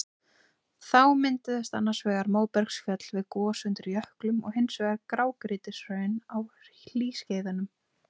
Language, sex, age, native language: Icelandic, female, 20-29, Icelandic